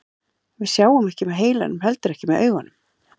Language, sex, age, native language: Icelandic, female, 40-49, Icelandic